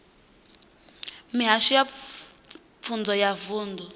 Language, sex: Venda, female